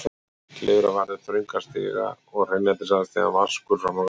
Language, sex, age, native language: Icelandic, male, 40-49, Icelandic